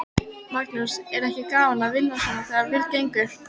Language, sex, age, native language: Icelandic, female, 12, Icelandic